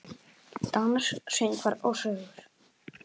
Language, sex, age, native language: Icelandic, female, 8, Icelandic